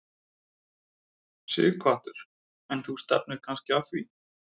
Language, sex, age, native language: Icelandic, male, 30-39, Icelandic